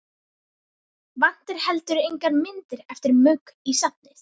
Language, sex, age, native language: Icelandic, female, 11, Icelandic